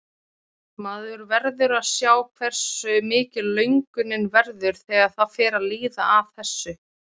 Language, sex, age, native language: Icelandic, female, 30-39, Icelandic